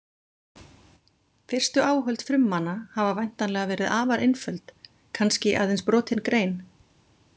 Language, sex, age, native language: Icelandic, female, 40-49, Icelandic